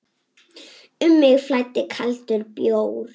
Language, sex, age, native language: Icelandic, female, 7, Icelandic